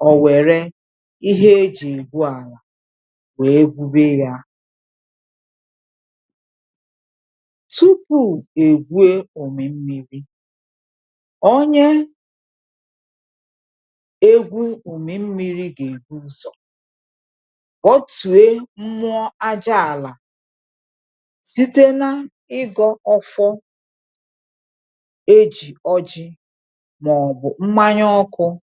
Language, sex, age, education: Igbo, female, 30-45, tertiary